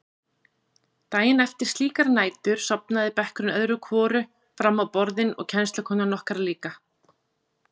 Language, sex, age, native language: Icelandic, female, 40-49, Icelandic